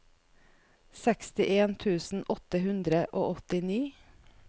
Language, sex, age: Norwegian, female, 41